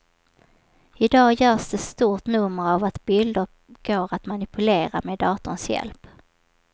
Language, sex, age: Swedish, female, 27